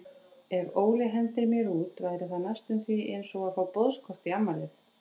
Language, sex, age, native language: Icelandic, female, 40-49, Icelandic